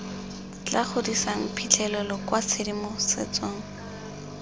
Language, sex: Tswana, female